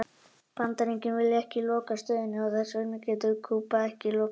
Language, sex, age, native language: Icelandic, male, 18-19, Icelandic